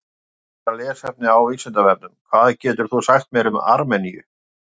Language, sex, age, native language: Icelandic, male, 50-59, Icelandic